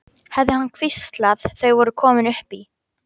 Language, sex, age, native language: Icelandic, female, 12, Icelandic